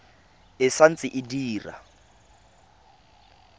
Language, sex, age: Tswana, male, 24